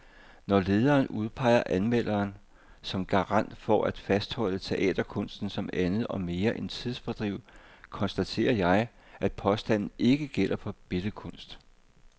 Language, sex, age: Danish, male, 58